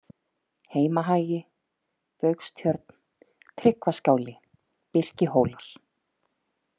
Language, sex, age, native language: Icelandic, female, 30-39, Icelandic